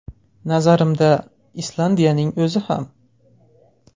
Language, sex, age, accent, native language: Uzbek, male, 18-24, Andijon, Uzbek